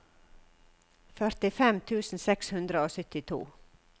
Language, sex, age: Norwegian, female, 54